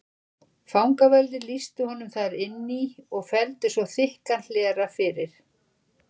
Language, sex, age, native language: Icelandic, female, 60-69, Icelandic